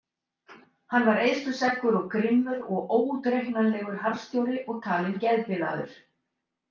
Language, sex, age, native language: Icelandic, female, 60-69, Icelandic